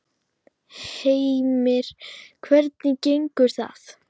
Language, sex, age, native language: Icelandic, female, 9, Icelandic